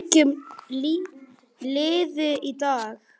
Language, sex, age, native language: Icelandic, male, 9, Icelandic